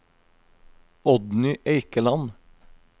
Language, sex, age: Norwegian, male, 32